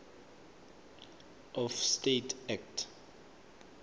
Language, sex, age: Swati, male, 25